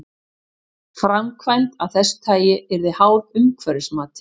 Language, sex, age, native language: Icelandic, female, 50-59, Icelandic